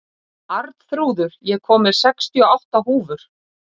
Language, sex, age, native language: Icelandic, female, 30-39, Icelandic